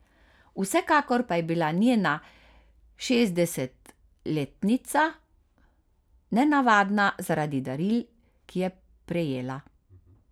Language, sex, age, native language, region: Slovenian, female, 50-59, Slovenian, Carinthia region